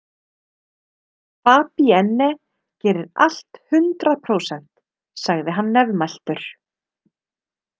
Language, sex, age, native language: Icelandic, female, 30-39, Icelandic